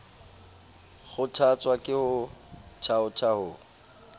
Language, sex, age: Southern Sotho, male, 30